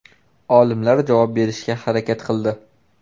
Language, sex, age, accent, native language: Uzbek, male, 18-24, Toshkent shahri, Uzbek